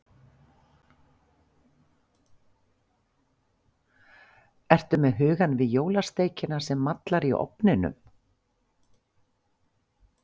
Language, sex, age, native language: Icelandic, female, 50-59, Icelandic